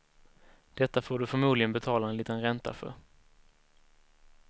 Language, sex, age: Swedish, male, 19